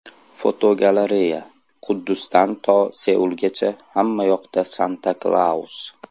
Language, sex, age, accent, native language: Uzbek, male, 18-24, Andijon, Uzbek